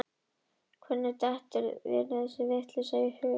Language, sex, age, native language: Icelandic, female, 18-19, Icelandic